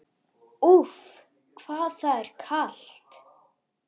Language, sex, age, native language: Icelandic, male, 10, Icelandic